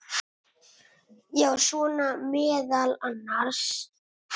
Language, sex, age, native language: Icelandic, male, 8, Italian